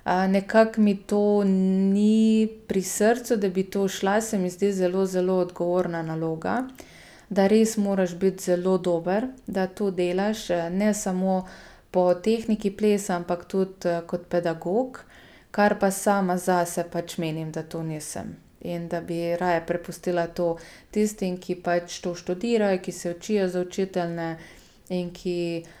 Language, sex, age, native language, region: Slovenian, female, 30-49, Slovenian, Gorica region